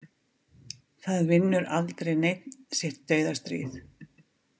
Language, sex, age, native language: Icelandic, female, 50-59, Icelandic